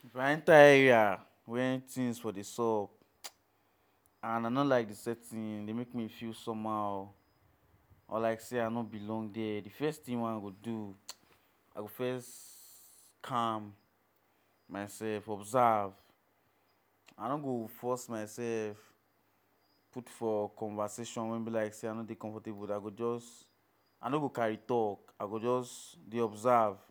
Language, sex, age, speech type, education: Nigerian Pidgin, male, 15-29, spontaneous, tertiary